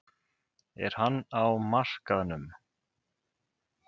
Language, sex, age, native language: Icelandic, male, 30-39, Icelandic